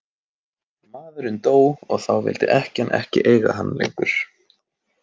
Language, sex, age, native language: Icelandic, male, 18-19, Icelandic